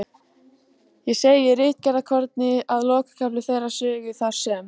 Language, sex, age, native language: Icelandic, female, 14, Icelandic